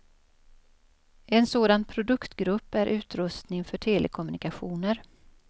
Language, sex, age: Swedish, female, 56